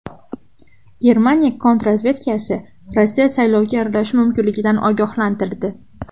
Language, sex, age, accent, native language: Uzbek, female, 12-17, Farg'ona, Uzbek